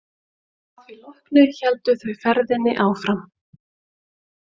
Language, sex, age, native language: Icelandic, female, 20-29, Icelandic